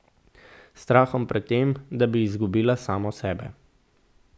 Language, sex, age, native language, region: Slovenian, male, 18-29, Slovenian, Central Slovenia